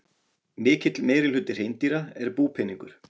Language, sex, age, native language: Icelandic, male, 40-49, Icelandic